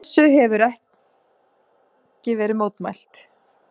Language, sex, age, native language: Icelandic, female, 30-39, Icelandic